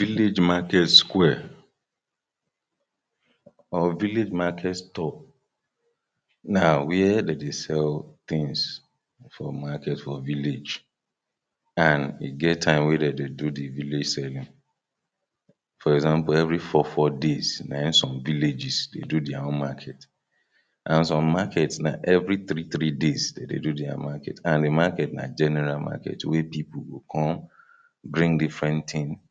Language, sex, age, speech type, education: Nigerian Pidgin, male, 30-45, spontaneous, tertiary